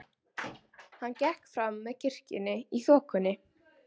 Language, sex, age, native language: Icelandic, female, 12, Icelandic